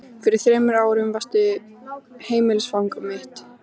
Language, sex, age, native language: Icelandic, female, 13, Icelandic